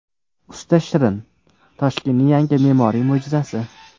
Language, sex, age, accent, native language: Uzbek, male, 18-24, Sirdaryo, Uzbek